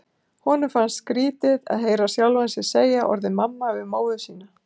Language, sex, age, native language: Icelandic, female, 50-59, Icelandic